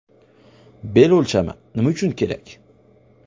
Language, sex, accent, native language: Uzbek, male, Farg'ona, Uzbek